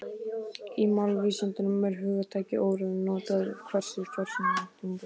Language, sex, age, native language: Icelandic, male, 18-19, Icelandic